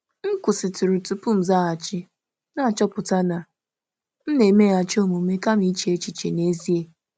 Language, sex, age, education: Igbo, male, 30-45, tertiary